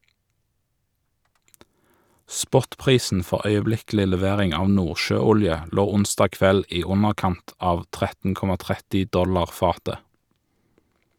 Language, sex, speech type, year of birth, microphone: Norwegian, male, read, 1985, Shure